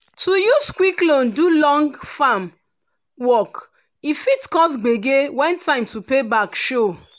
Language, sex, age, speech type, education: Nigerian Pidgin, female, 30-45, spontaneous, tertiary